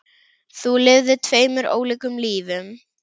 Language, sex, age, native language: Icelandic, female, 9, Icelandic